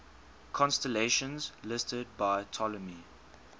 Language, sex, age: English, male, 19